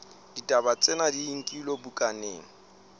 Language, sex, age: Southern Sotho, male, 35